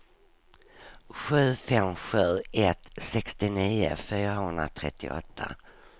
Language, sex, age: Swedish, female, 59